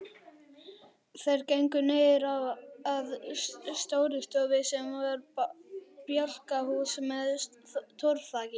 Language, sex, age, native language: Icelandic, male, 11, Icelandic